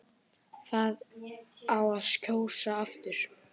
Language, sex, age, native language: Icelandic, male, 18-19, Icelandic